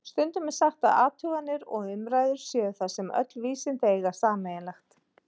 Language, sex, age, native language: Icelandic, female, 40-49, Icelandic